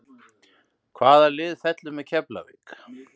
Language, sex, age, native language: Icelandic, male, 50-59, Icelandic